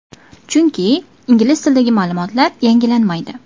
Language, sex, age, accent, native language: Uzbek, female, 19-29, Farg'ona, Uzbek